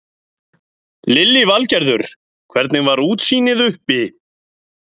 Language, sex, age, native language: Icelandic, male, 30-39, Icelandic